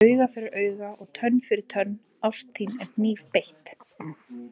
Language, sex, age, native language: Icelandic, female, 20-29, Icelandic